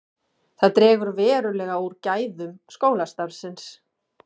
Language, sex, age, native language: Icelandic, female, 40-49, Icelandic